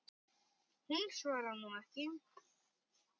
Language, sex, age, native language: Icelandic, male, 9, Icelandic